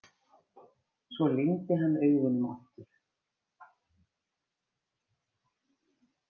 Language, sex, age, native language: Icelandic, female, 50-59, Icelandic